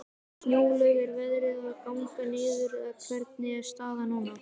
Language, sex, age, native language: Icelandic, male, 18-19, Icelandic